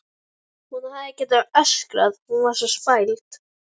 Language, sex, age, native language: Icelandic, female, 11, Icelandic